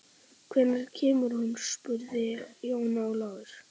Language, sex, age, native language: Icelandic, male, 18-19, Icelandic